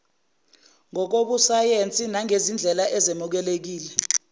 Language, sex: Zulu, female